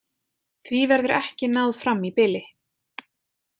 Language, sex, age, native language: Icelandic, female, 20-29, Icelandic